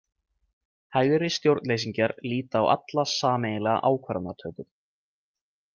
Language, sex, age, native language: Icelandic, male, 20-29, Icelandic